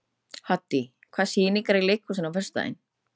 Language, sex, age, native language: Icelandic, female, 30-39, Icelandic